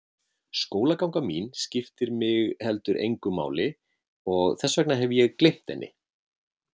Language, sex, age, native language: Icelandic, male, 50-59, Icelandic